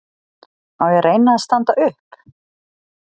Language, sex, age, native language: Icelandic, female, 40-49, Icelandic